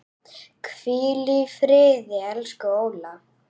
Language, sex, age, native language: Icelandic, female, 8, Icelandic